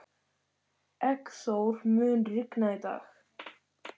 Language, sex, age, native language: Icelandic, male, 13, Icelandic